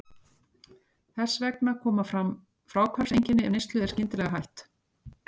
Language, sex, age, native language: Icelandic, female, 60-69, Icelandic